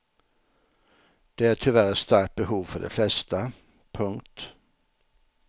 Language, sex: Swedish, male